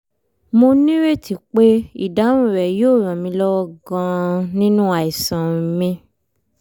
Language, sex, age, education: Yoruba, female, 15-29, primary